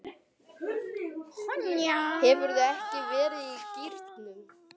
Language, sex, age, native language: Icelandic, male, 10, Icelandic